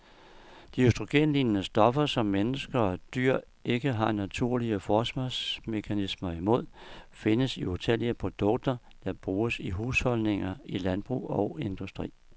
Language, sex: Danish, male